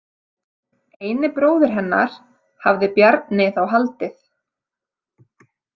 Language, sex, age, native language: Icelandic, female, 30-39, Icelandic